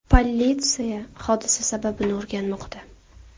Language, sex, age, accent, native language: Uzbek, female, 19-29, Farg'ona, Uzbek